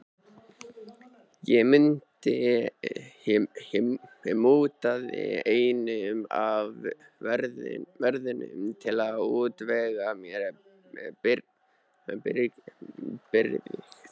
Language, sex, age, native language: Icelandic, male, 13, Icelandic